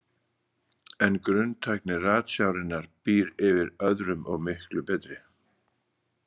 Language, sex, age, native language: Icelandic, male, 60-69, Icelandic